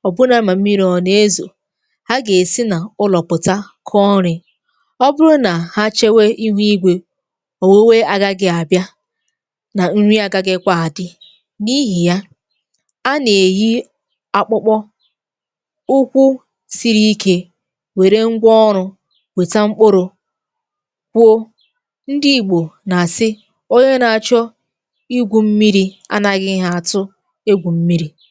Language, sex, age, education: Igbo, female, 15-29, tertiary